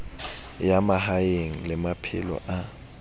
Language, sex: Southern Sotho, male